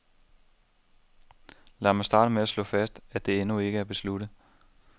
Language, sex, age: Danish, male, 27